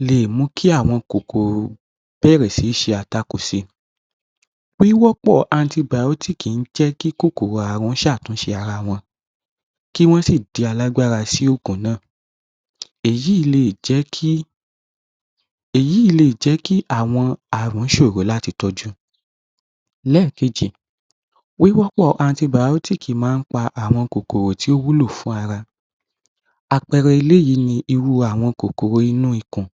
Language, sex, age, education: Yoruba, male, 15-29, tertiary